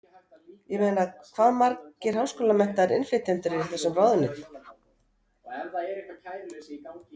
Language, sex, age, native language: Icelandic, female, 60-69, Icelandic